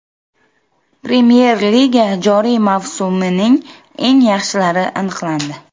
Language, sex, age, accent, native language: Uzbek, female, 25-34, Samarqand, Uzbek